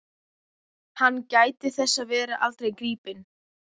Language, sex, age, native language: Icelandic, other, 12, Icelandic